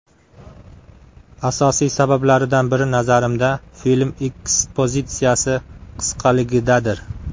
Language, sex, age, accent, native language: Uzbek, male, 25-34, Qashqadaryo, Uzbek